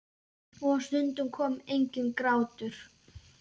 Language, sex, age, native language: Icelandic, female, 10, Icelandic